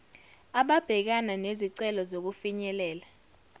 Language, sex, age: Zulu, female, 17